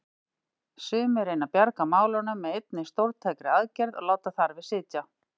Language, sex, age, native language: Icelandic, female, 50-59, Icelandic